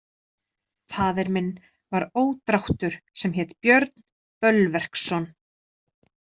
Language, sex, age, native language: Icelandic, female, 30-39, Icelandic